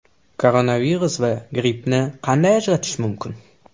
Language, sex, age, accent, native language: Uzbek, male, 18-24, Toshkent shahri, Uzbek